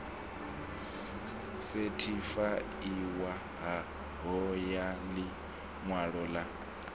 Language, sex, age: Venda, male, 26